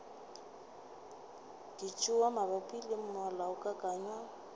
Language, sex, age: Northern Sotho, female, 27